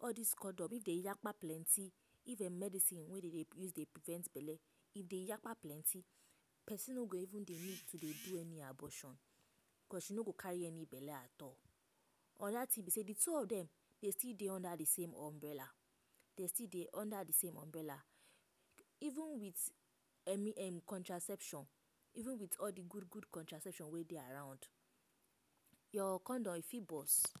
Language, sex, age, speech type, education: Nigerian Pidgin, female, 15-29, spontaneous, tertiary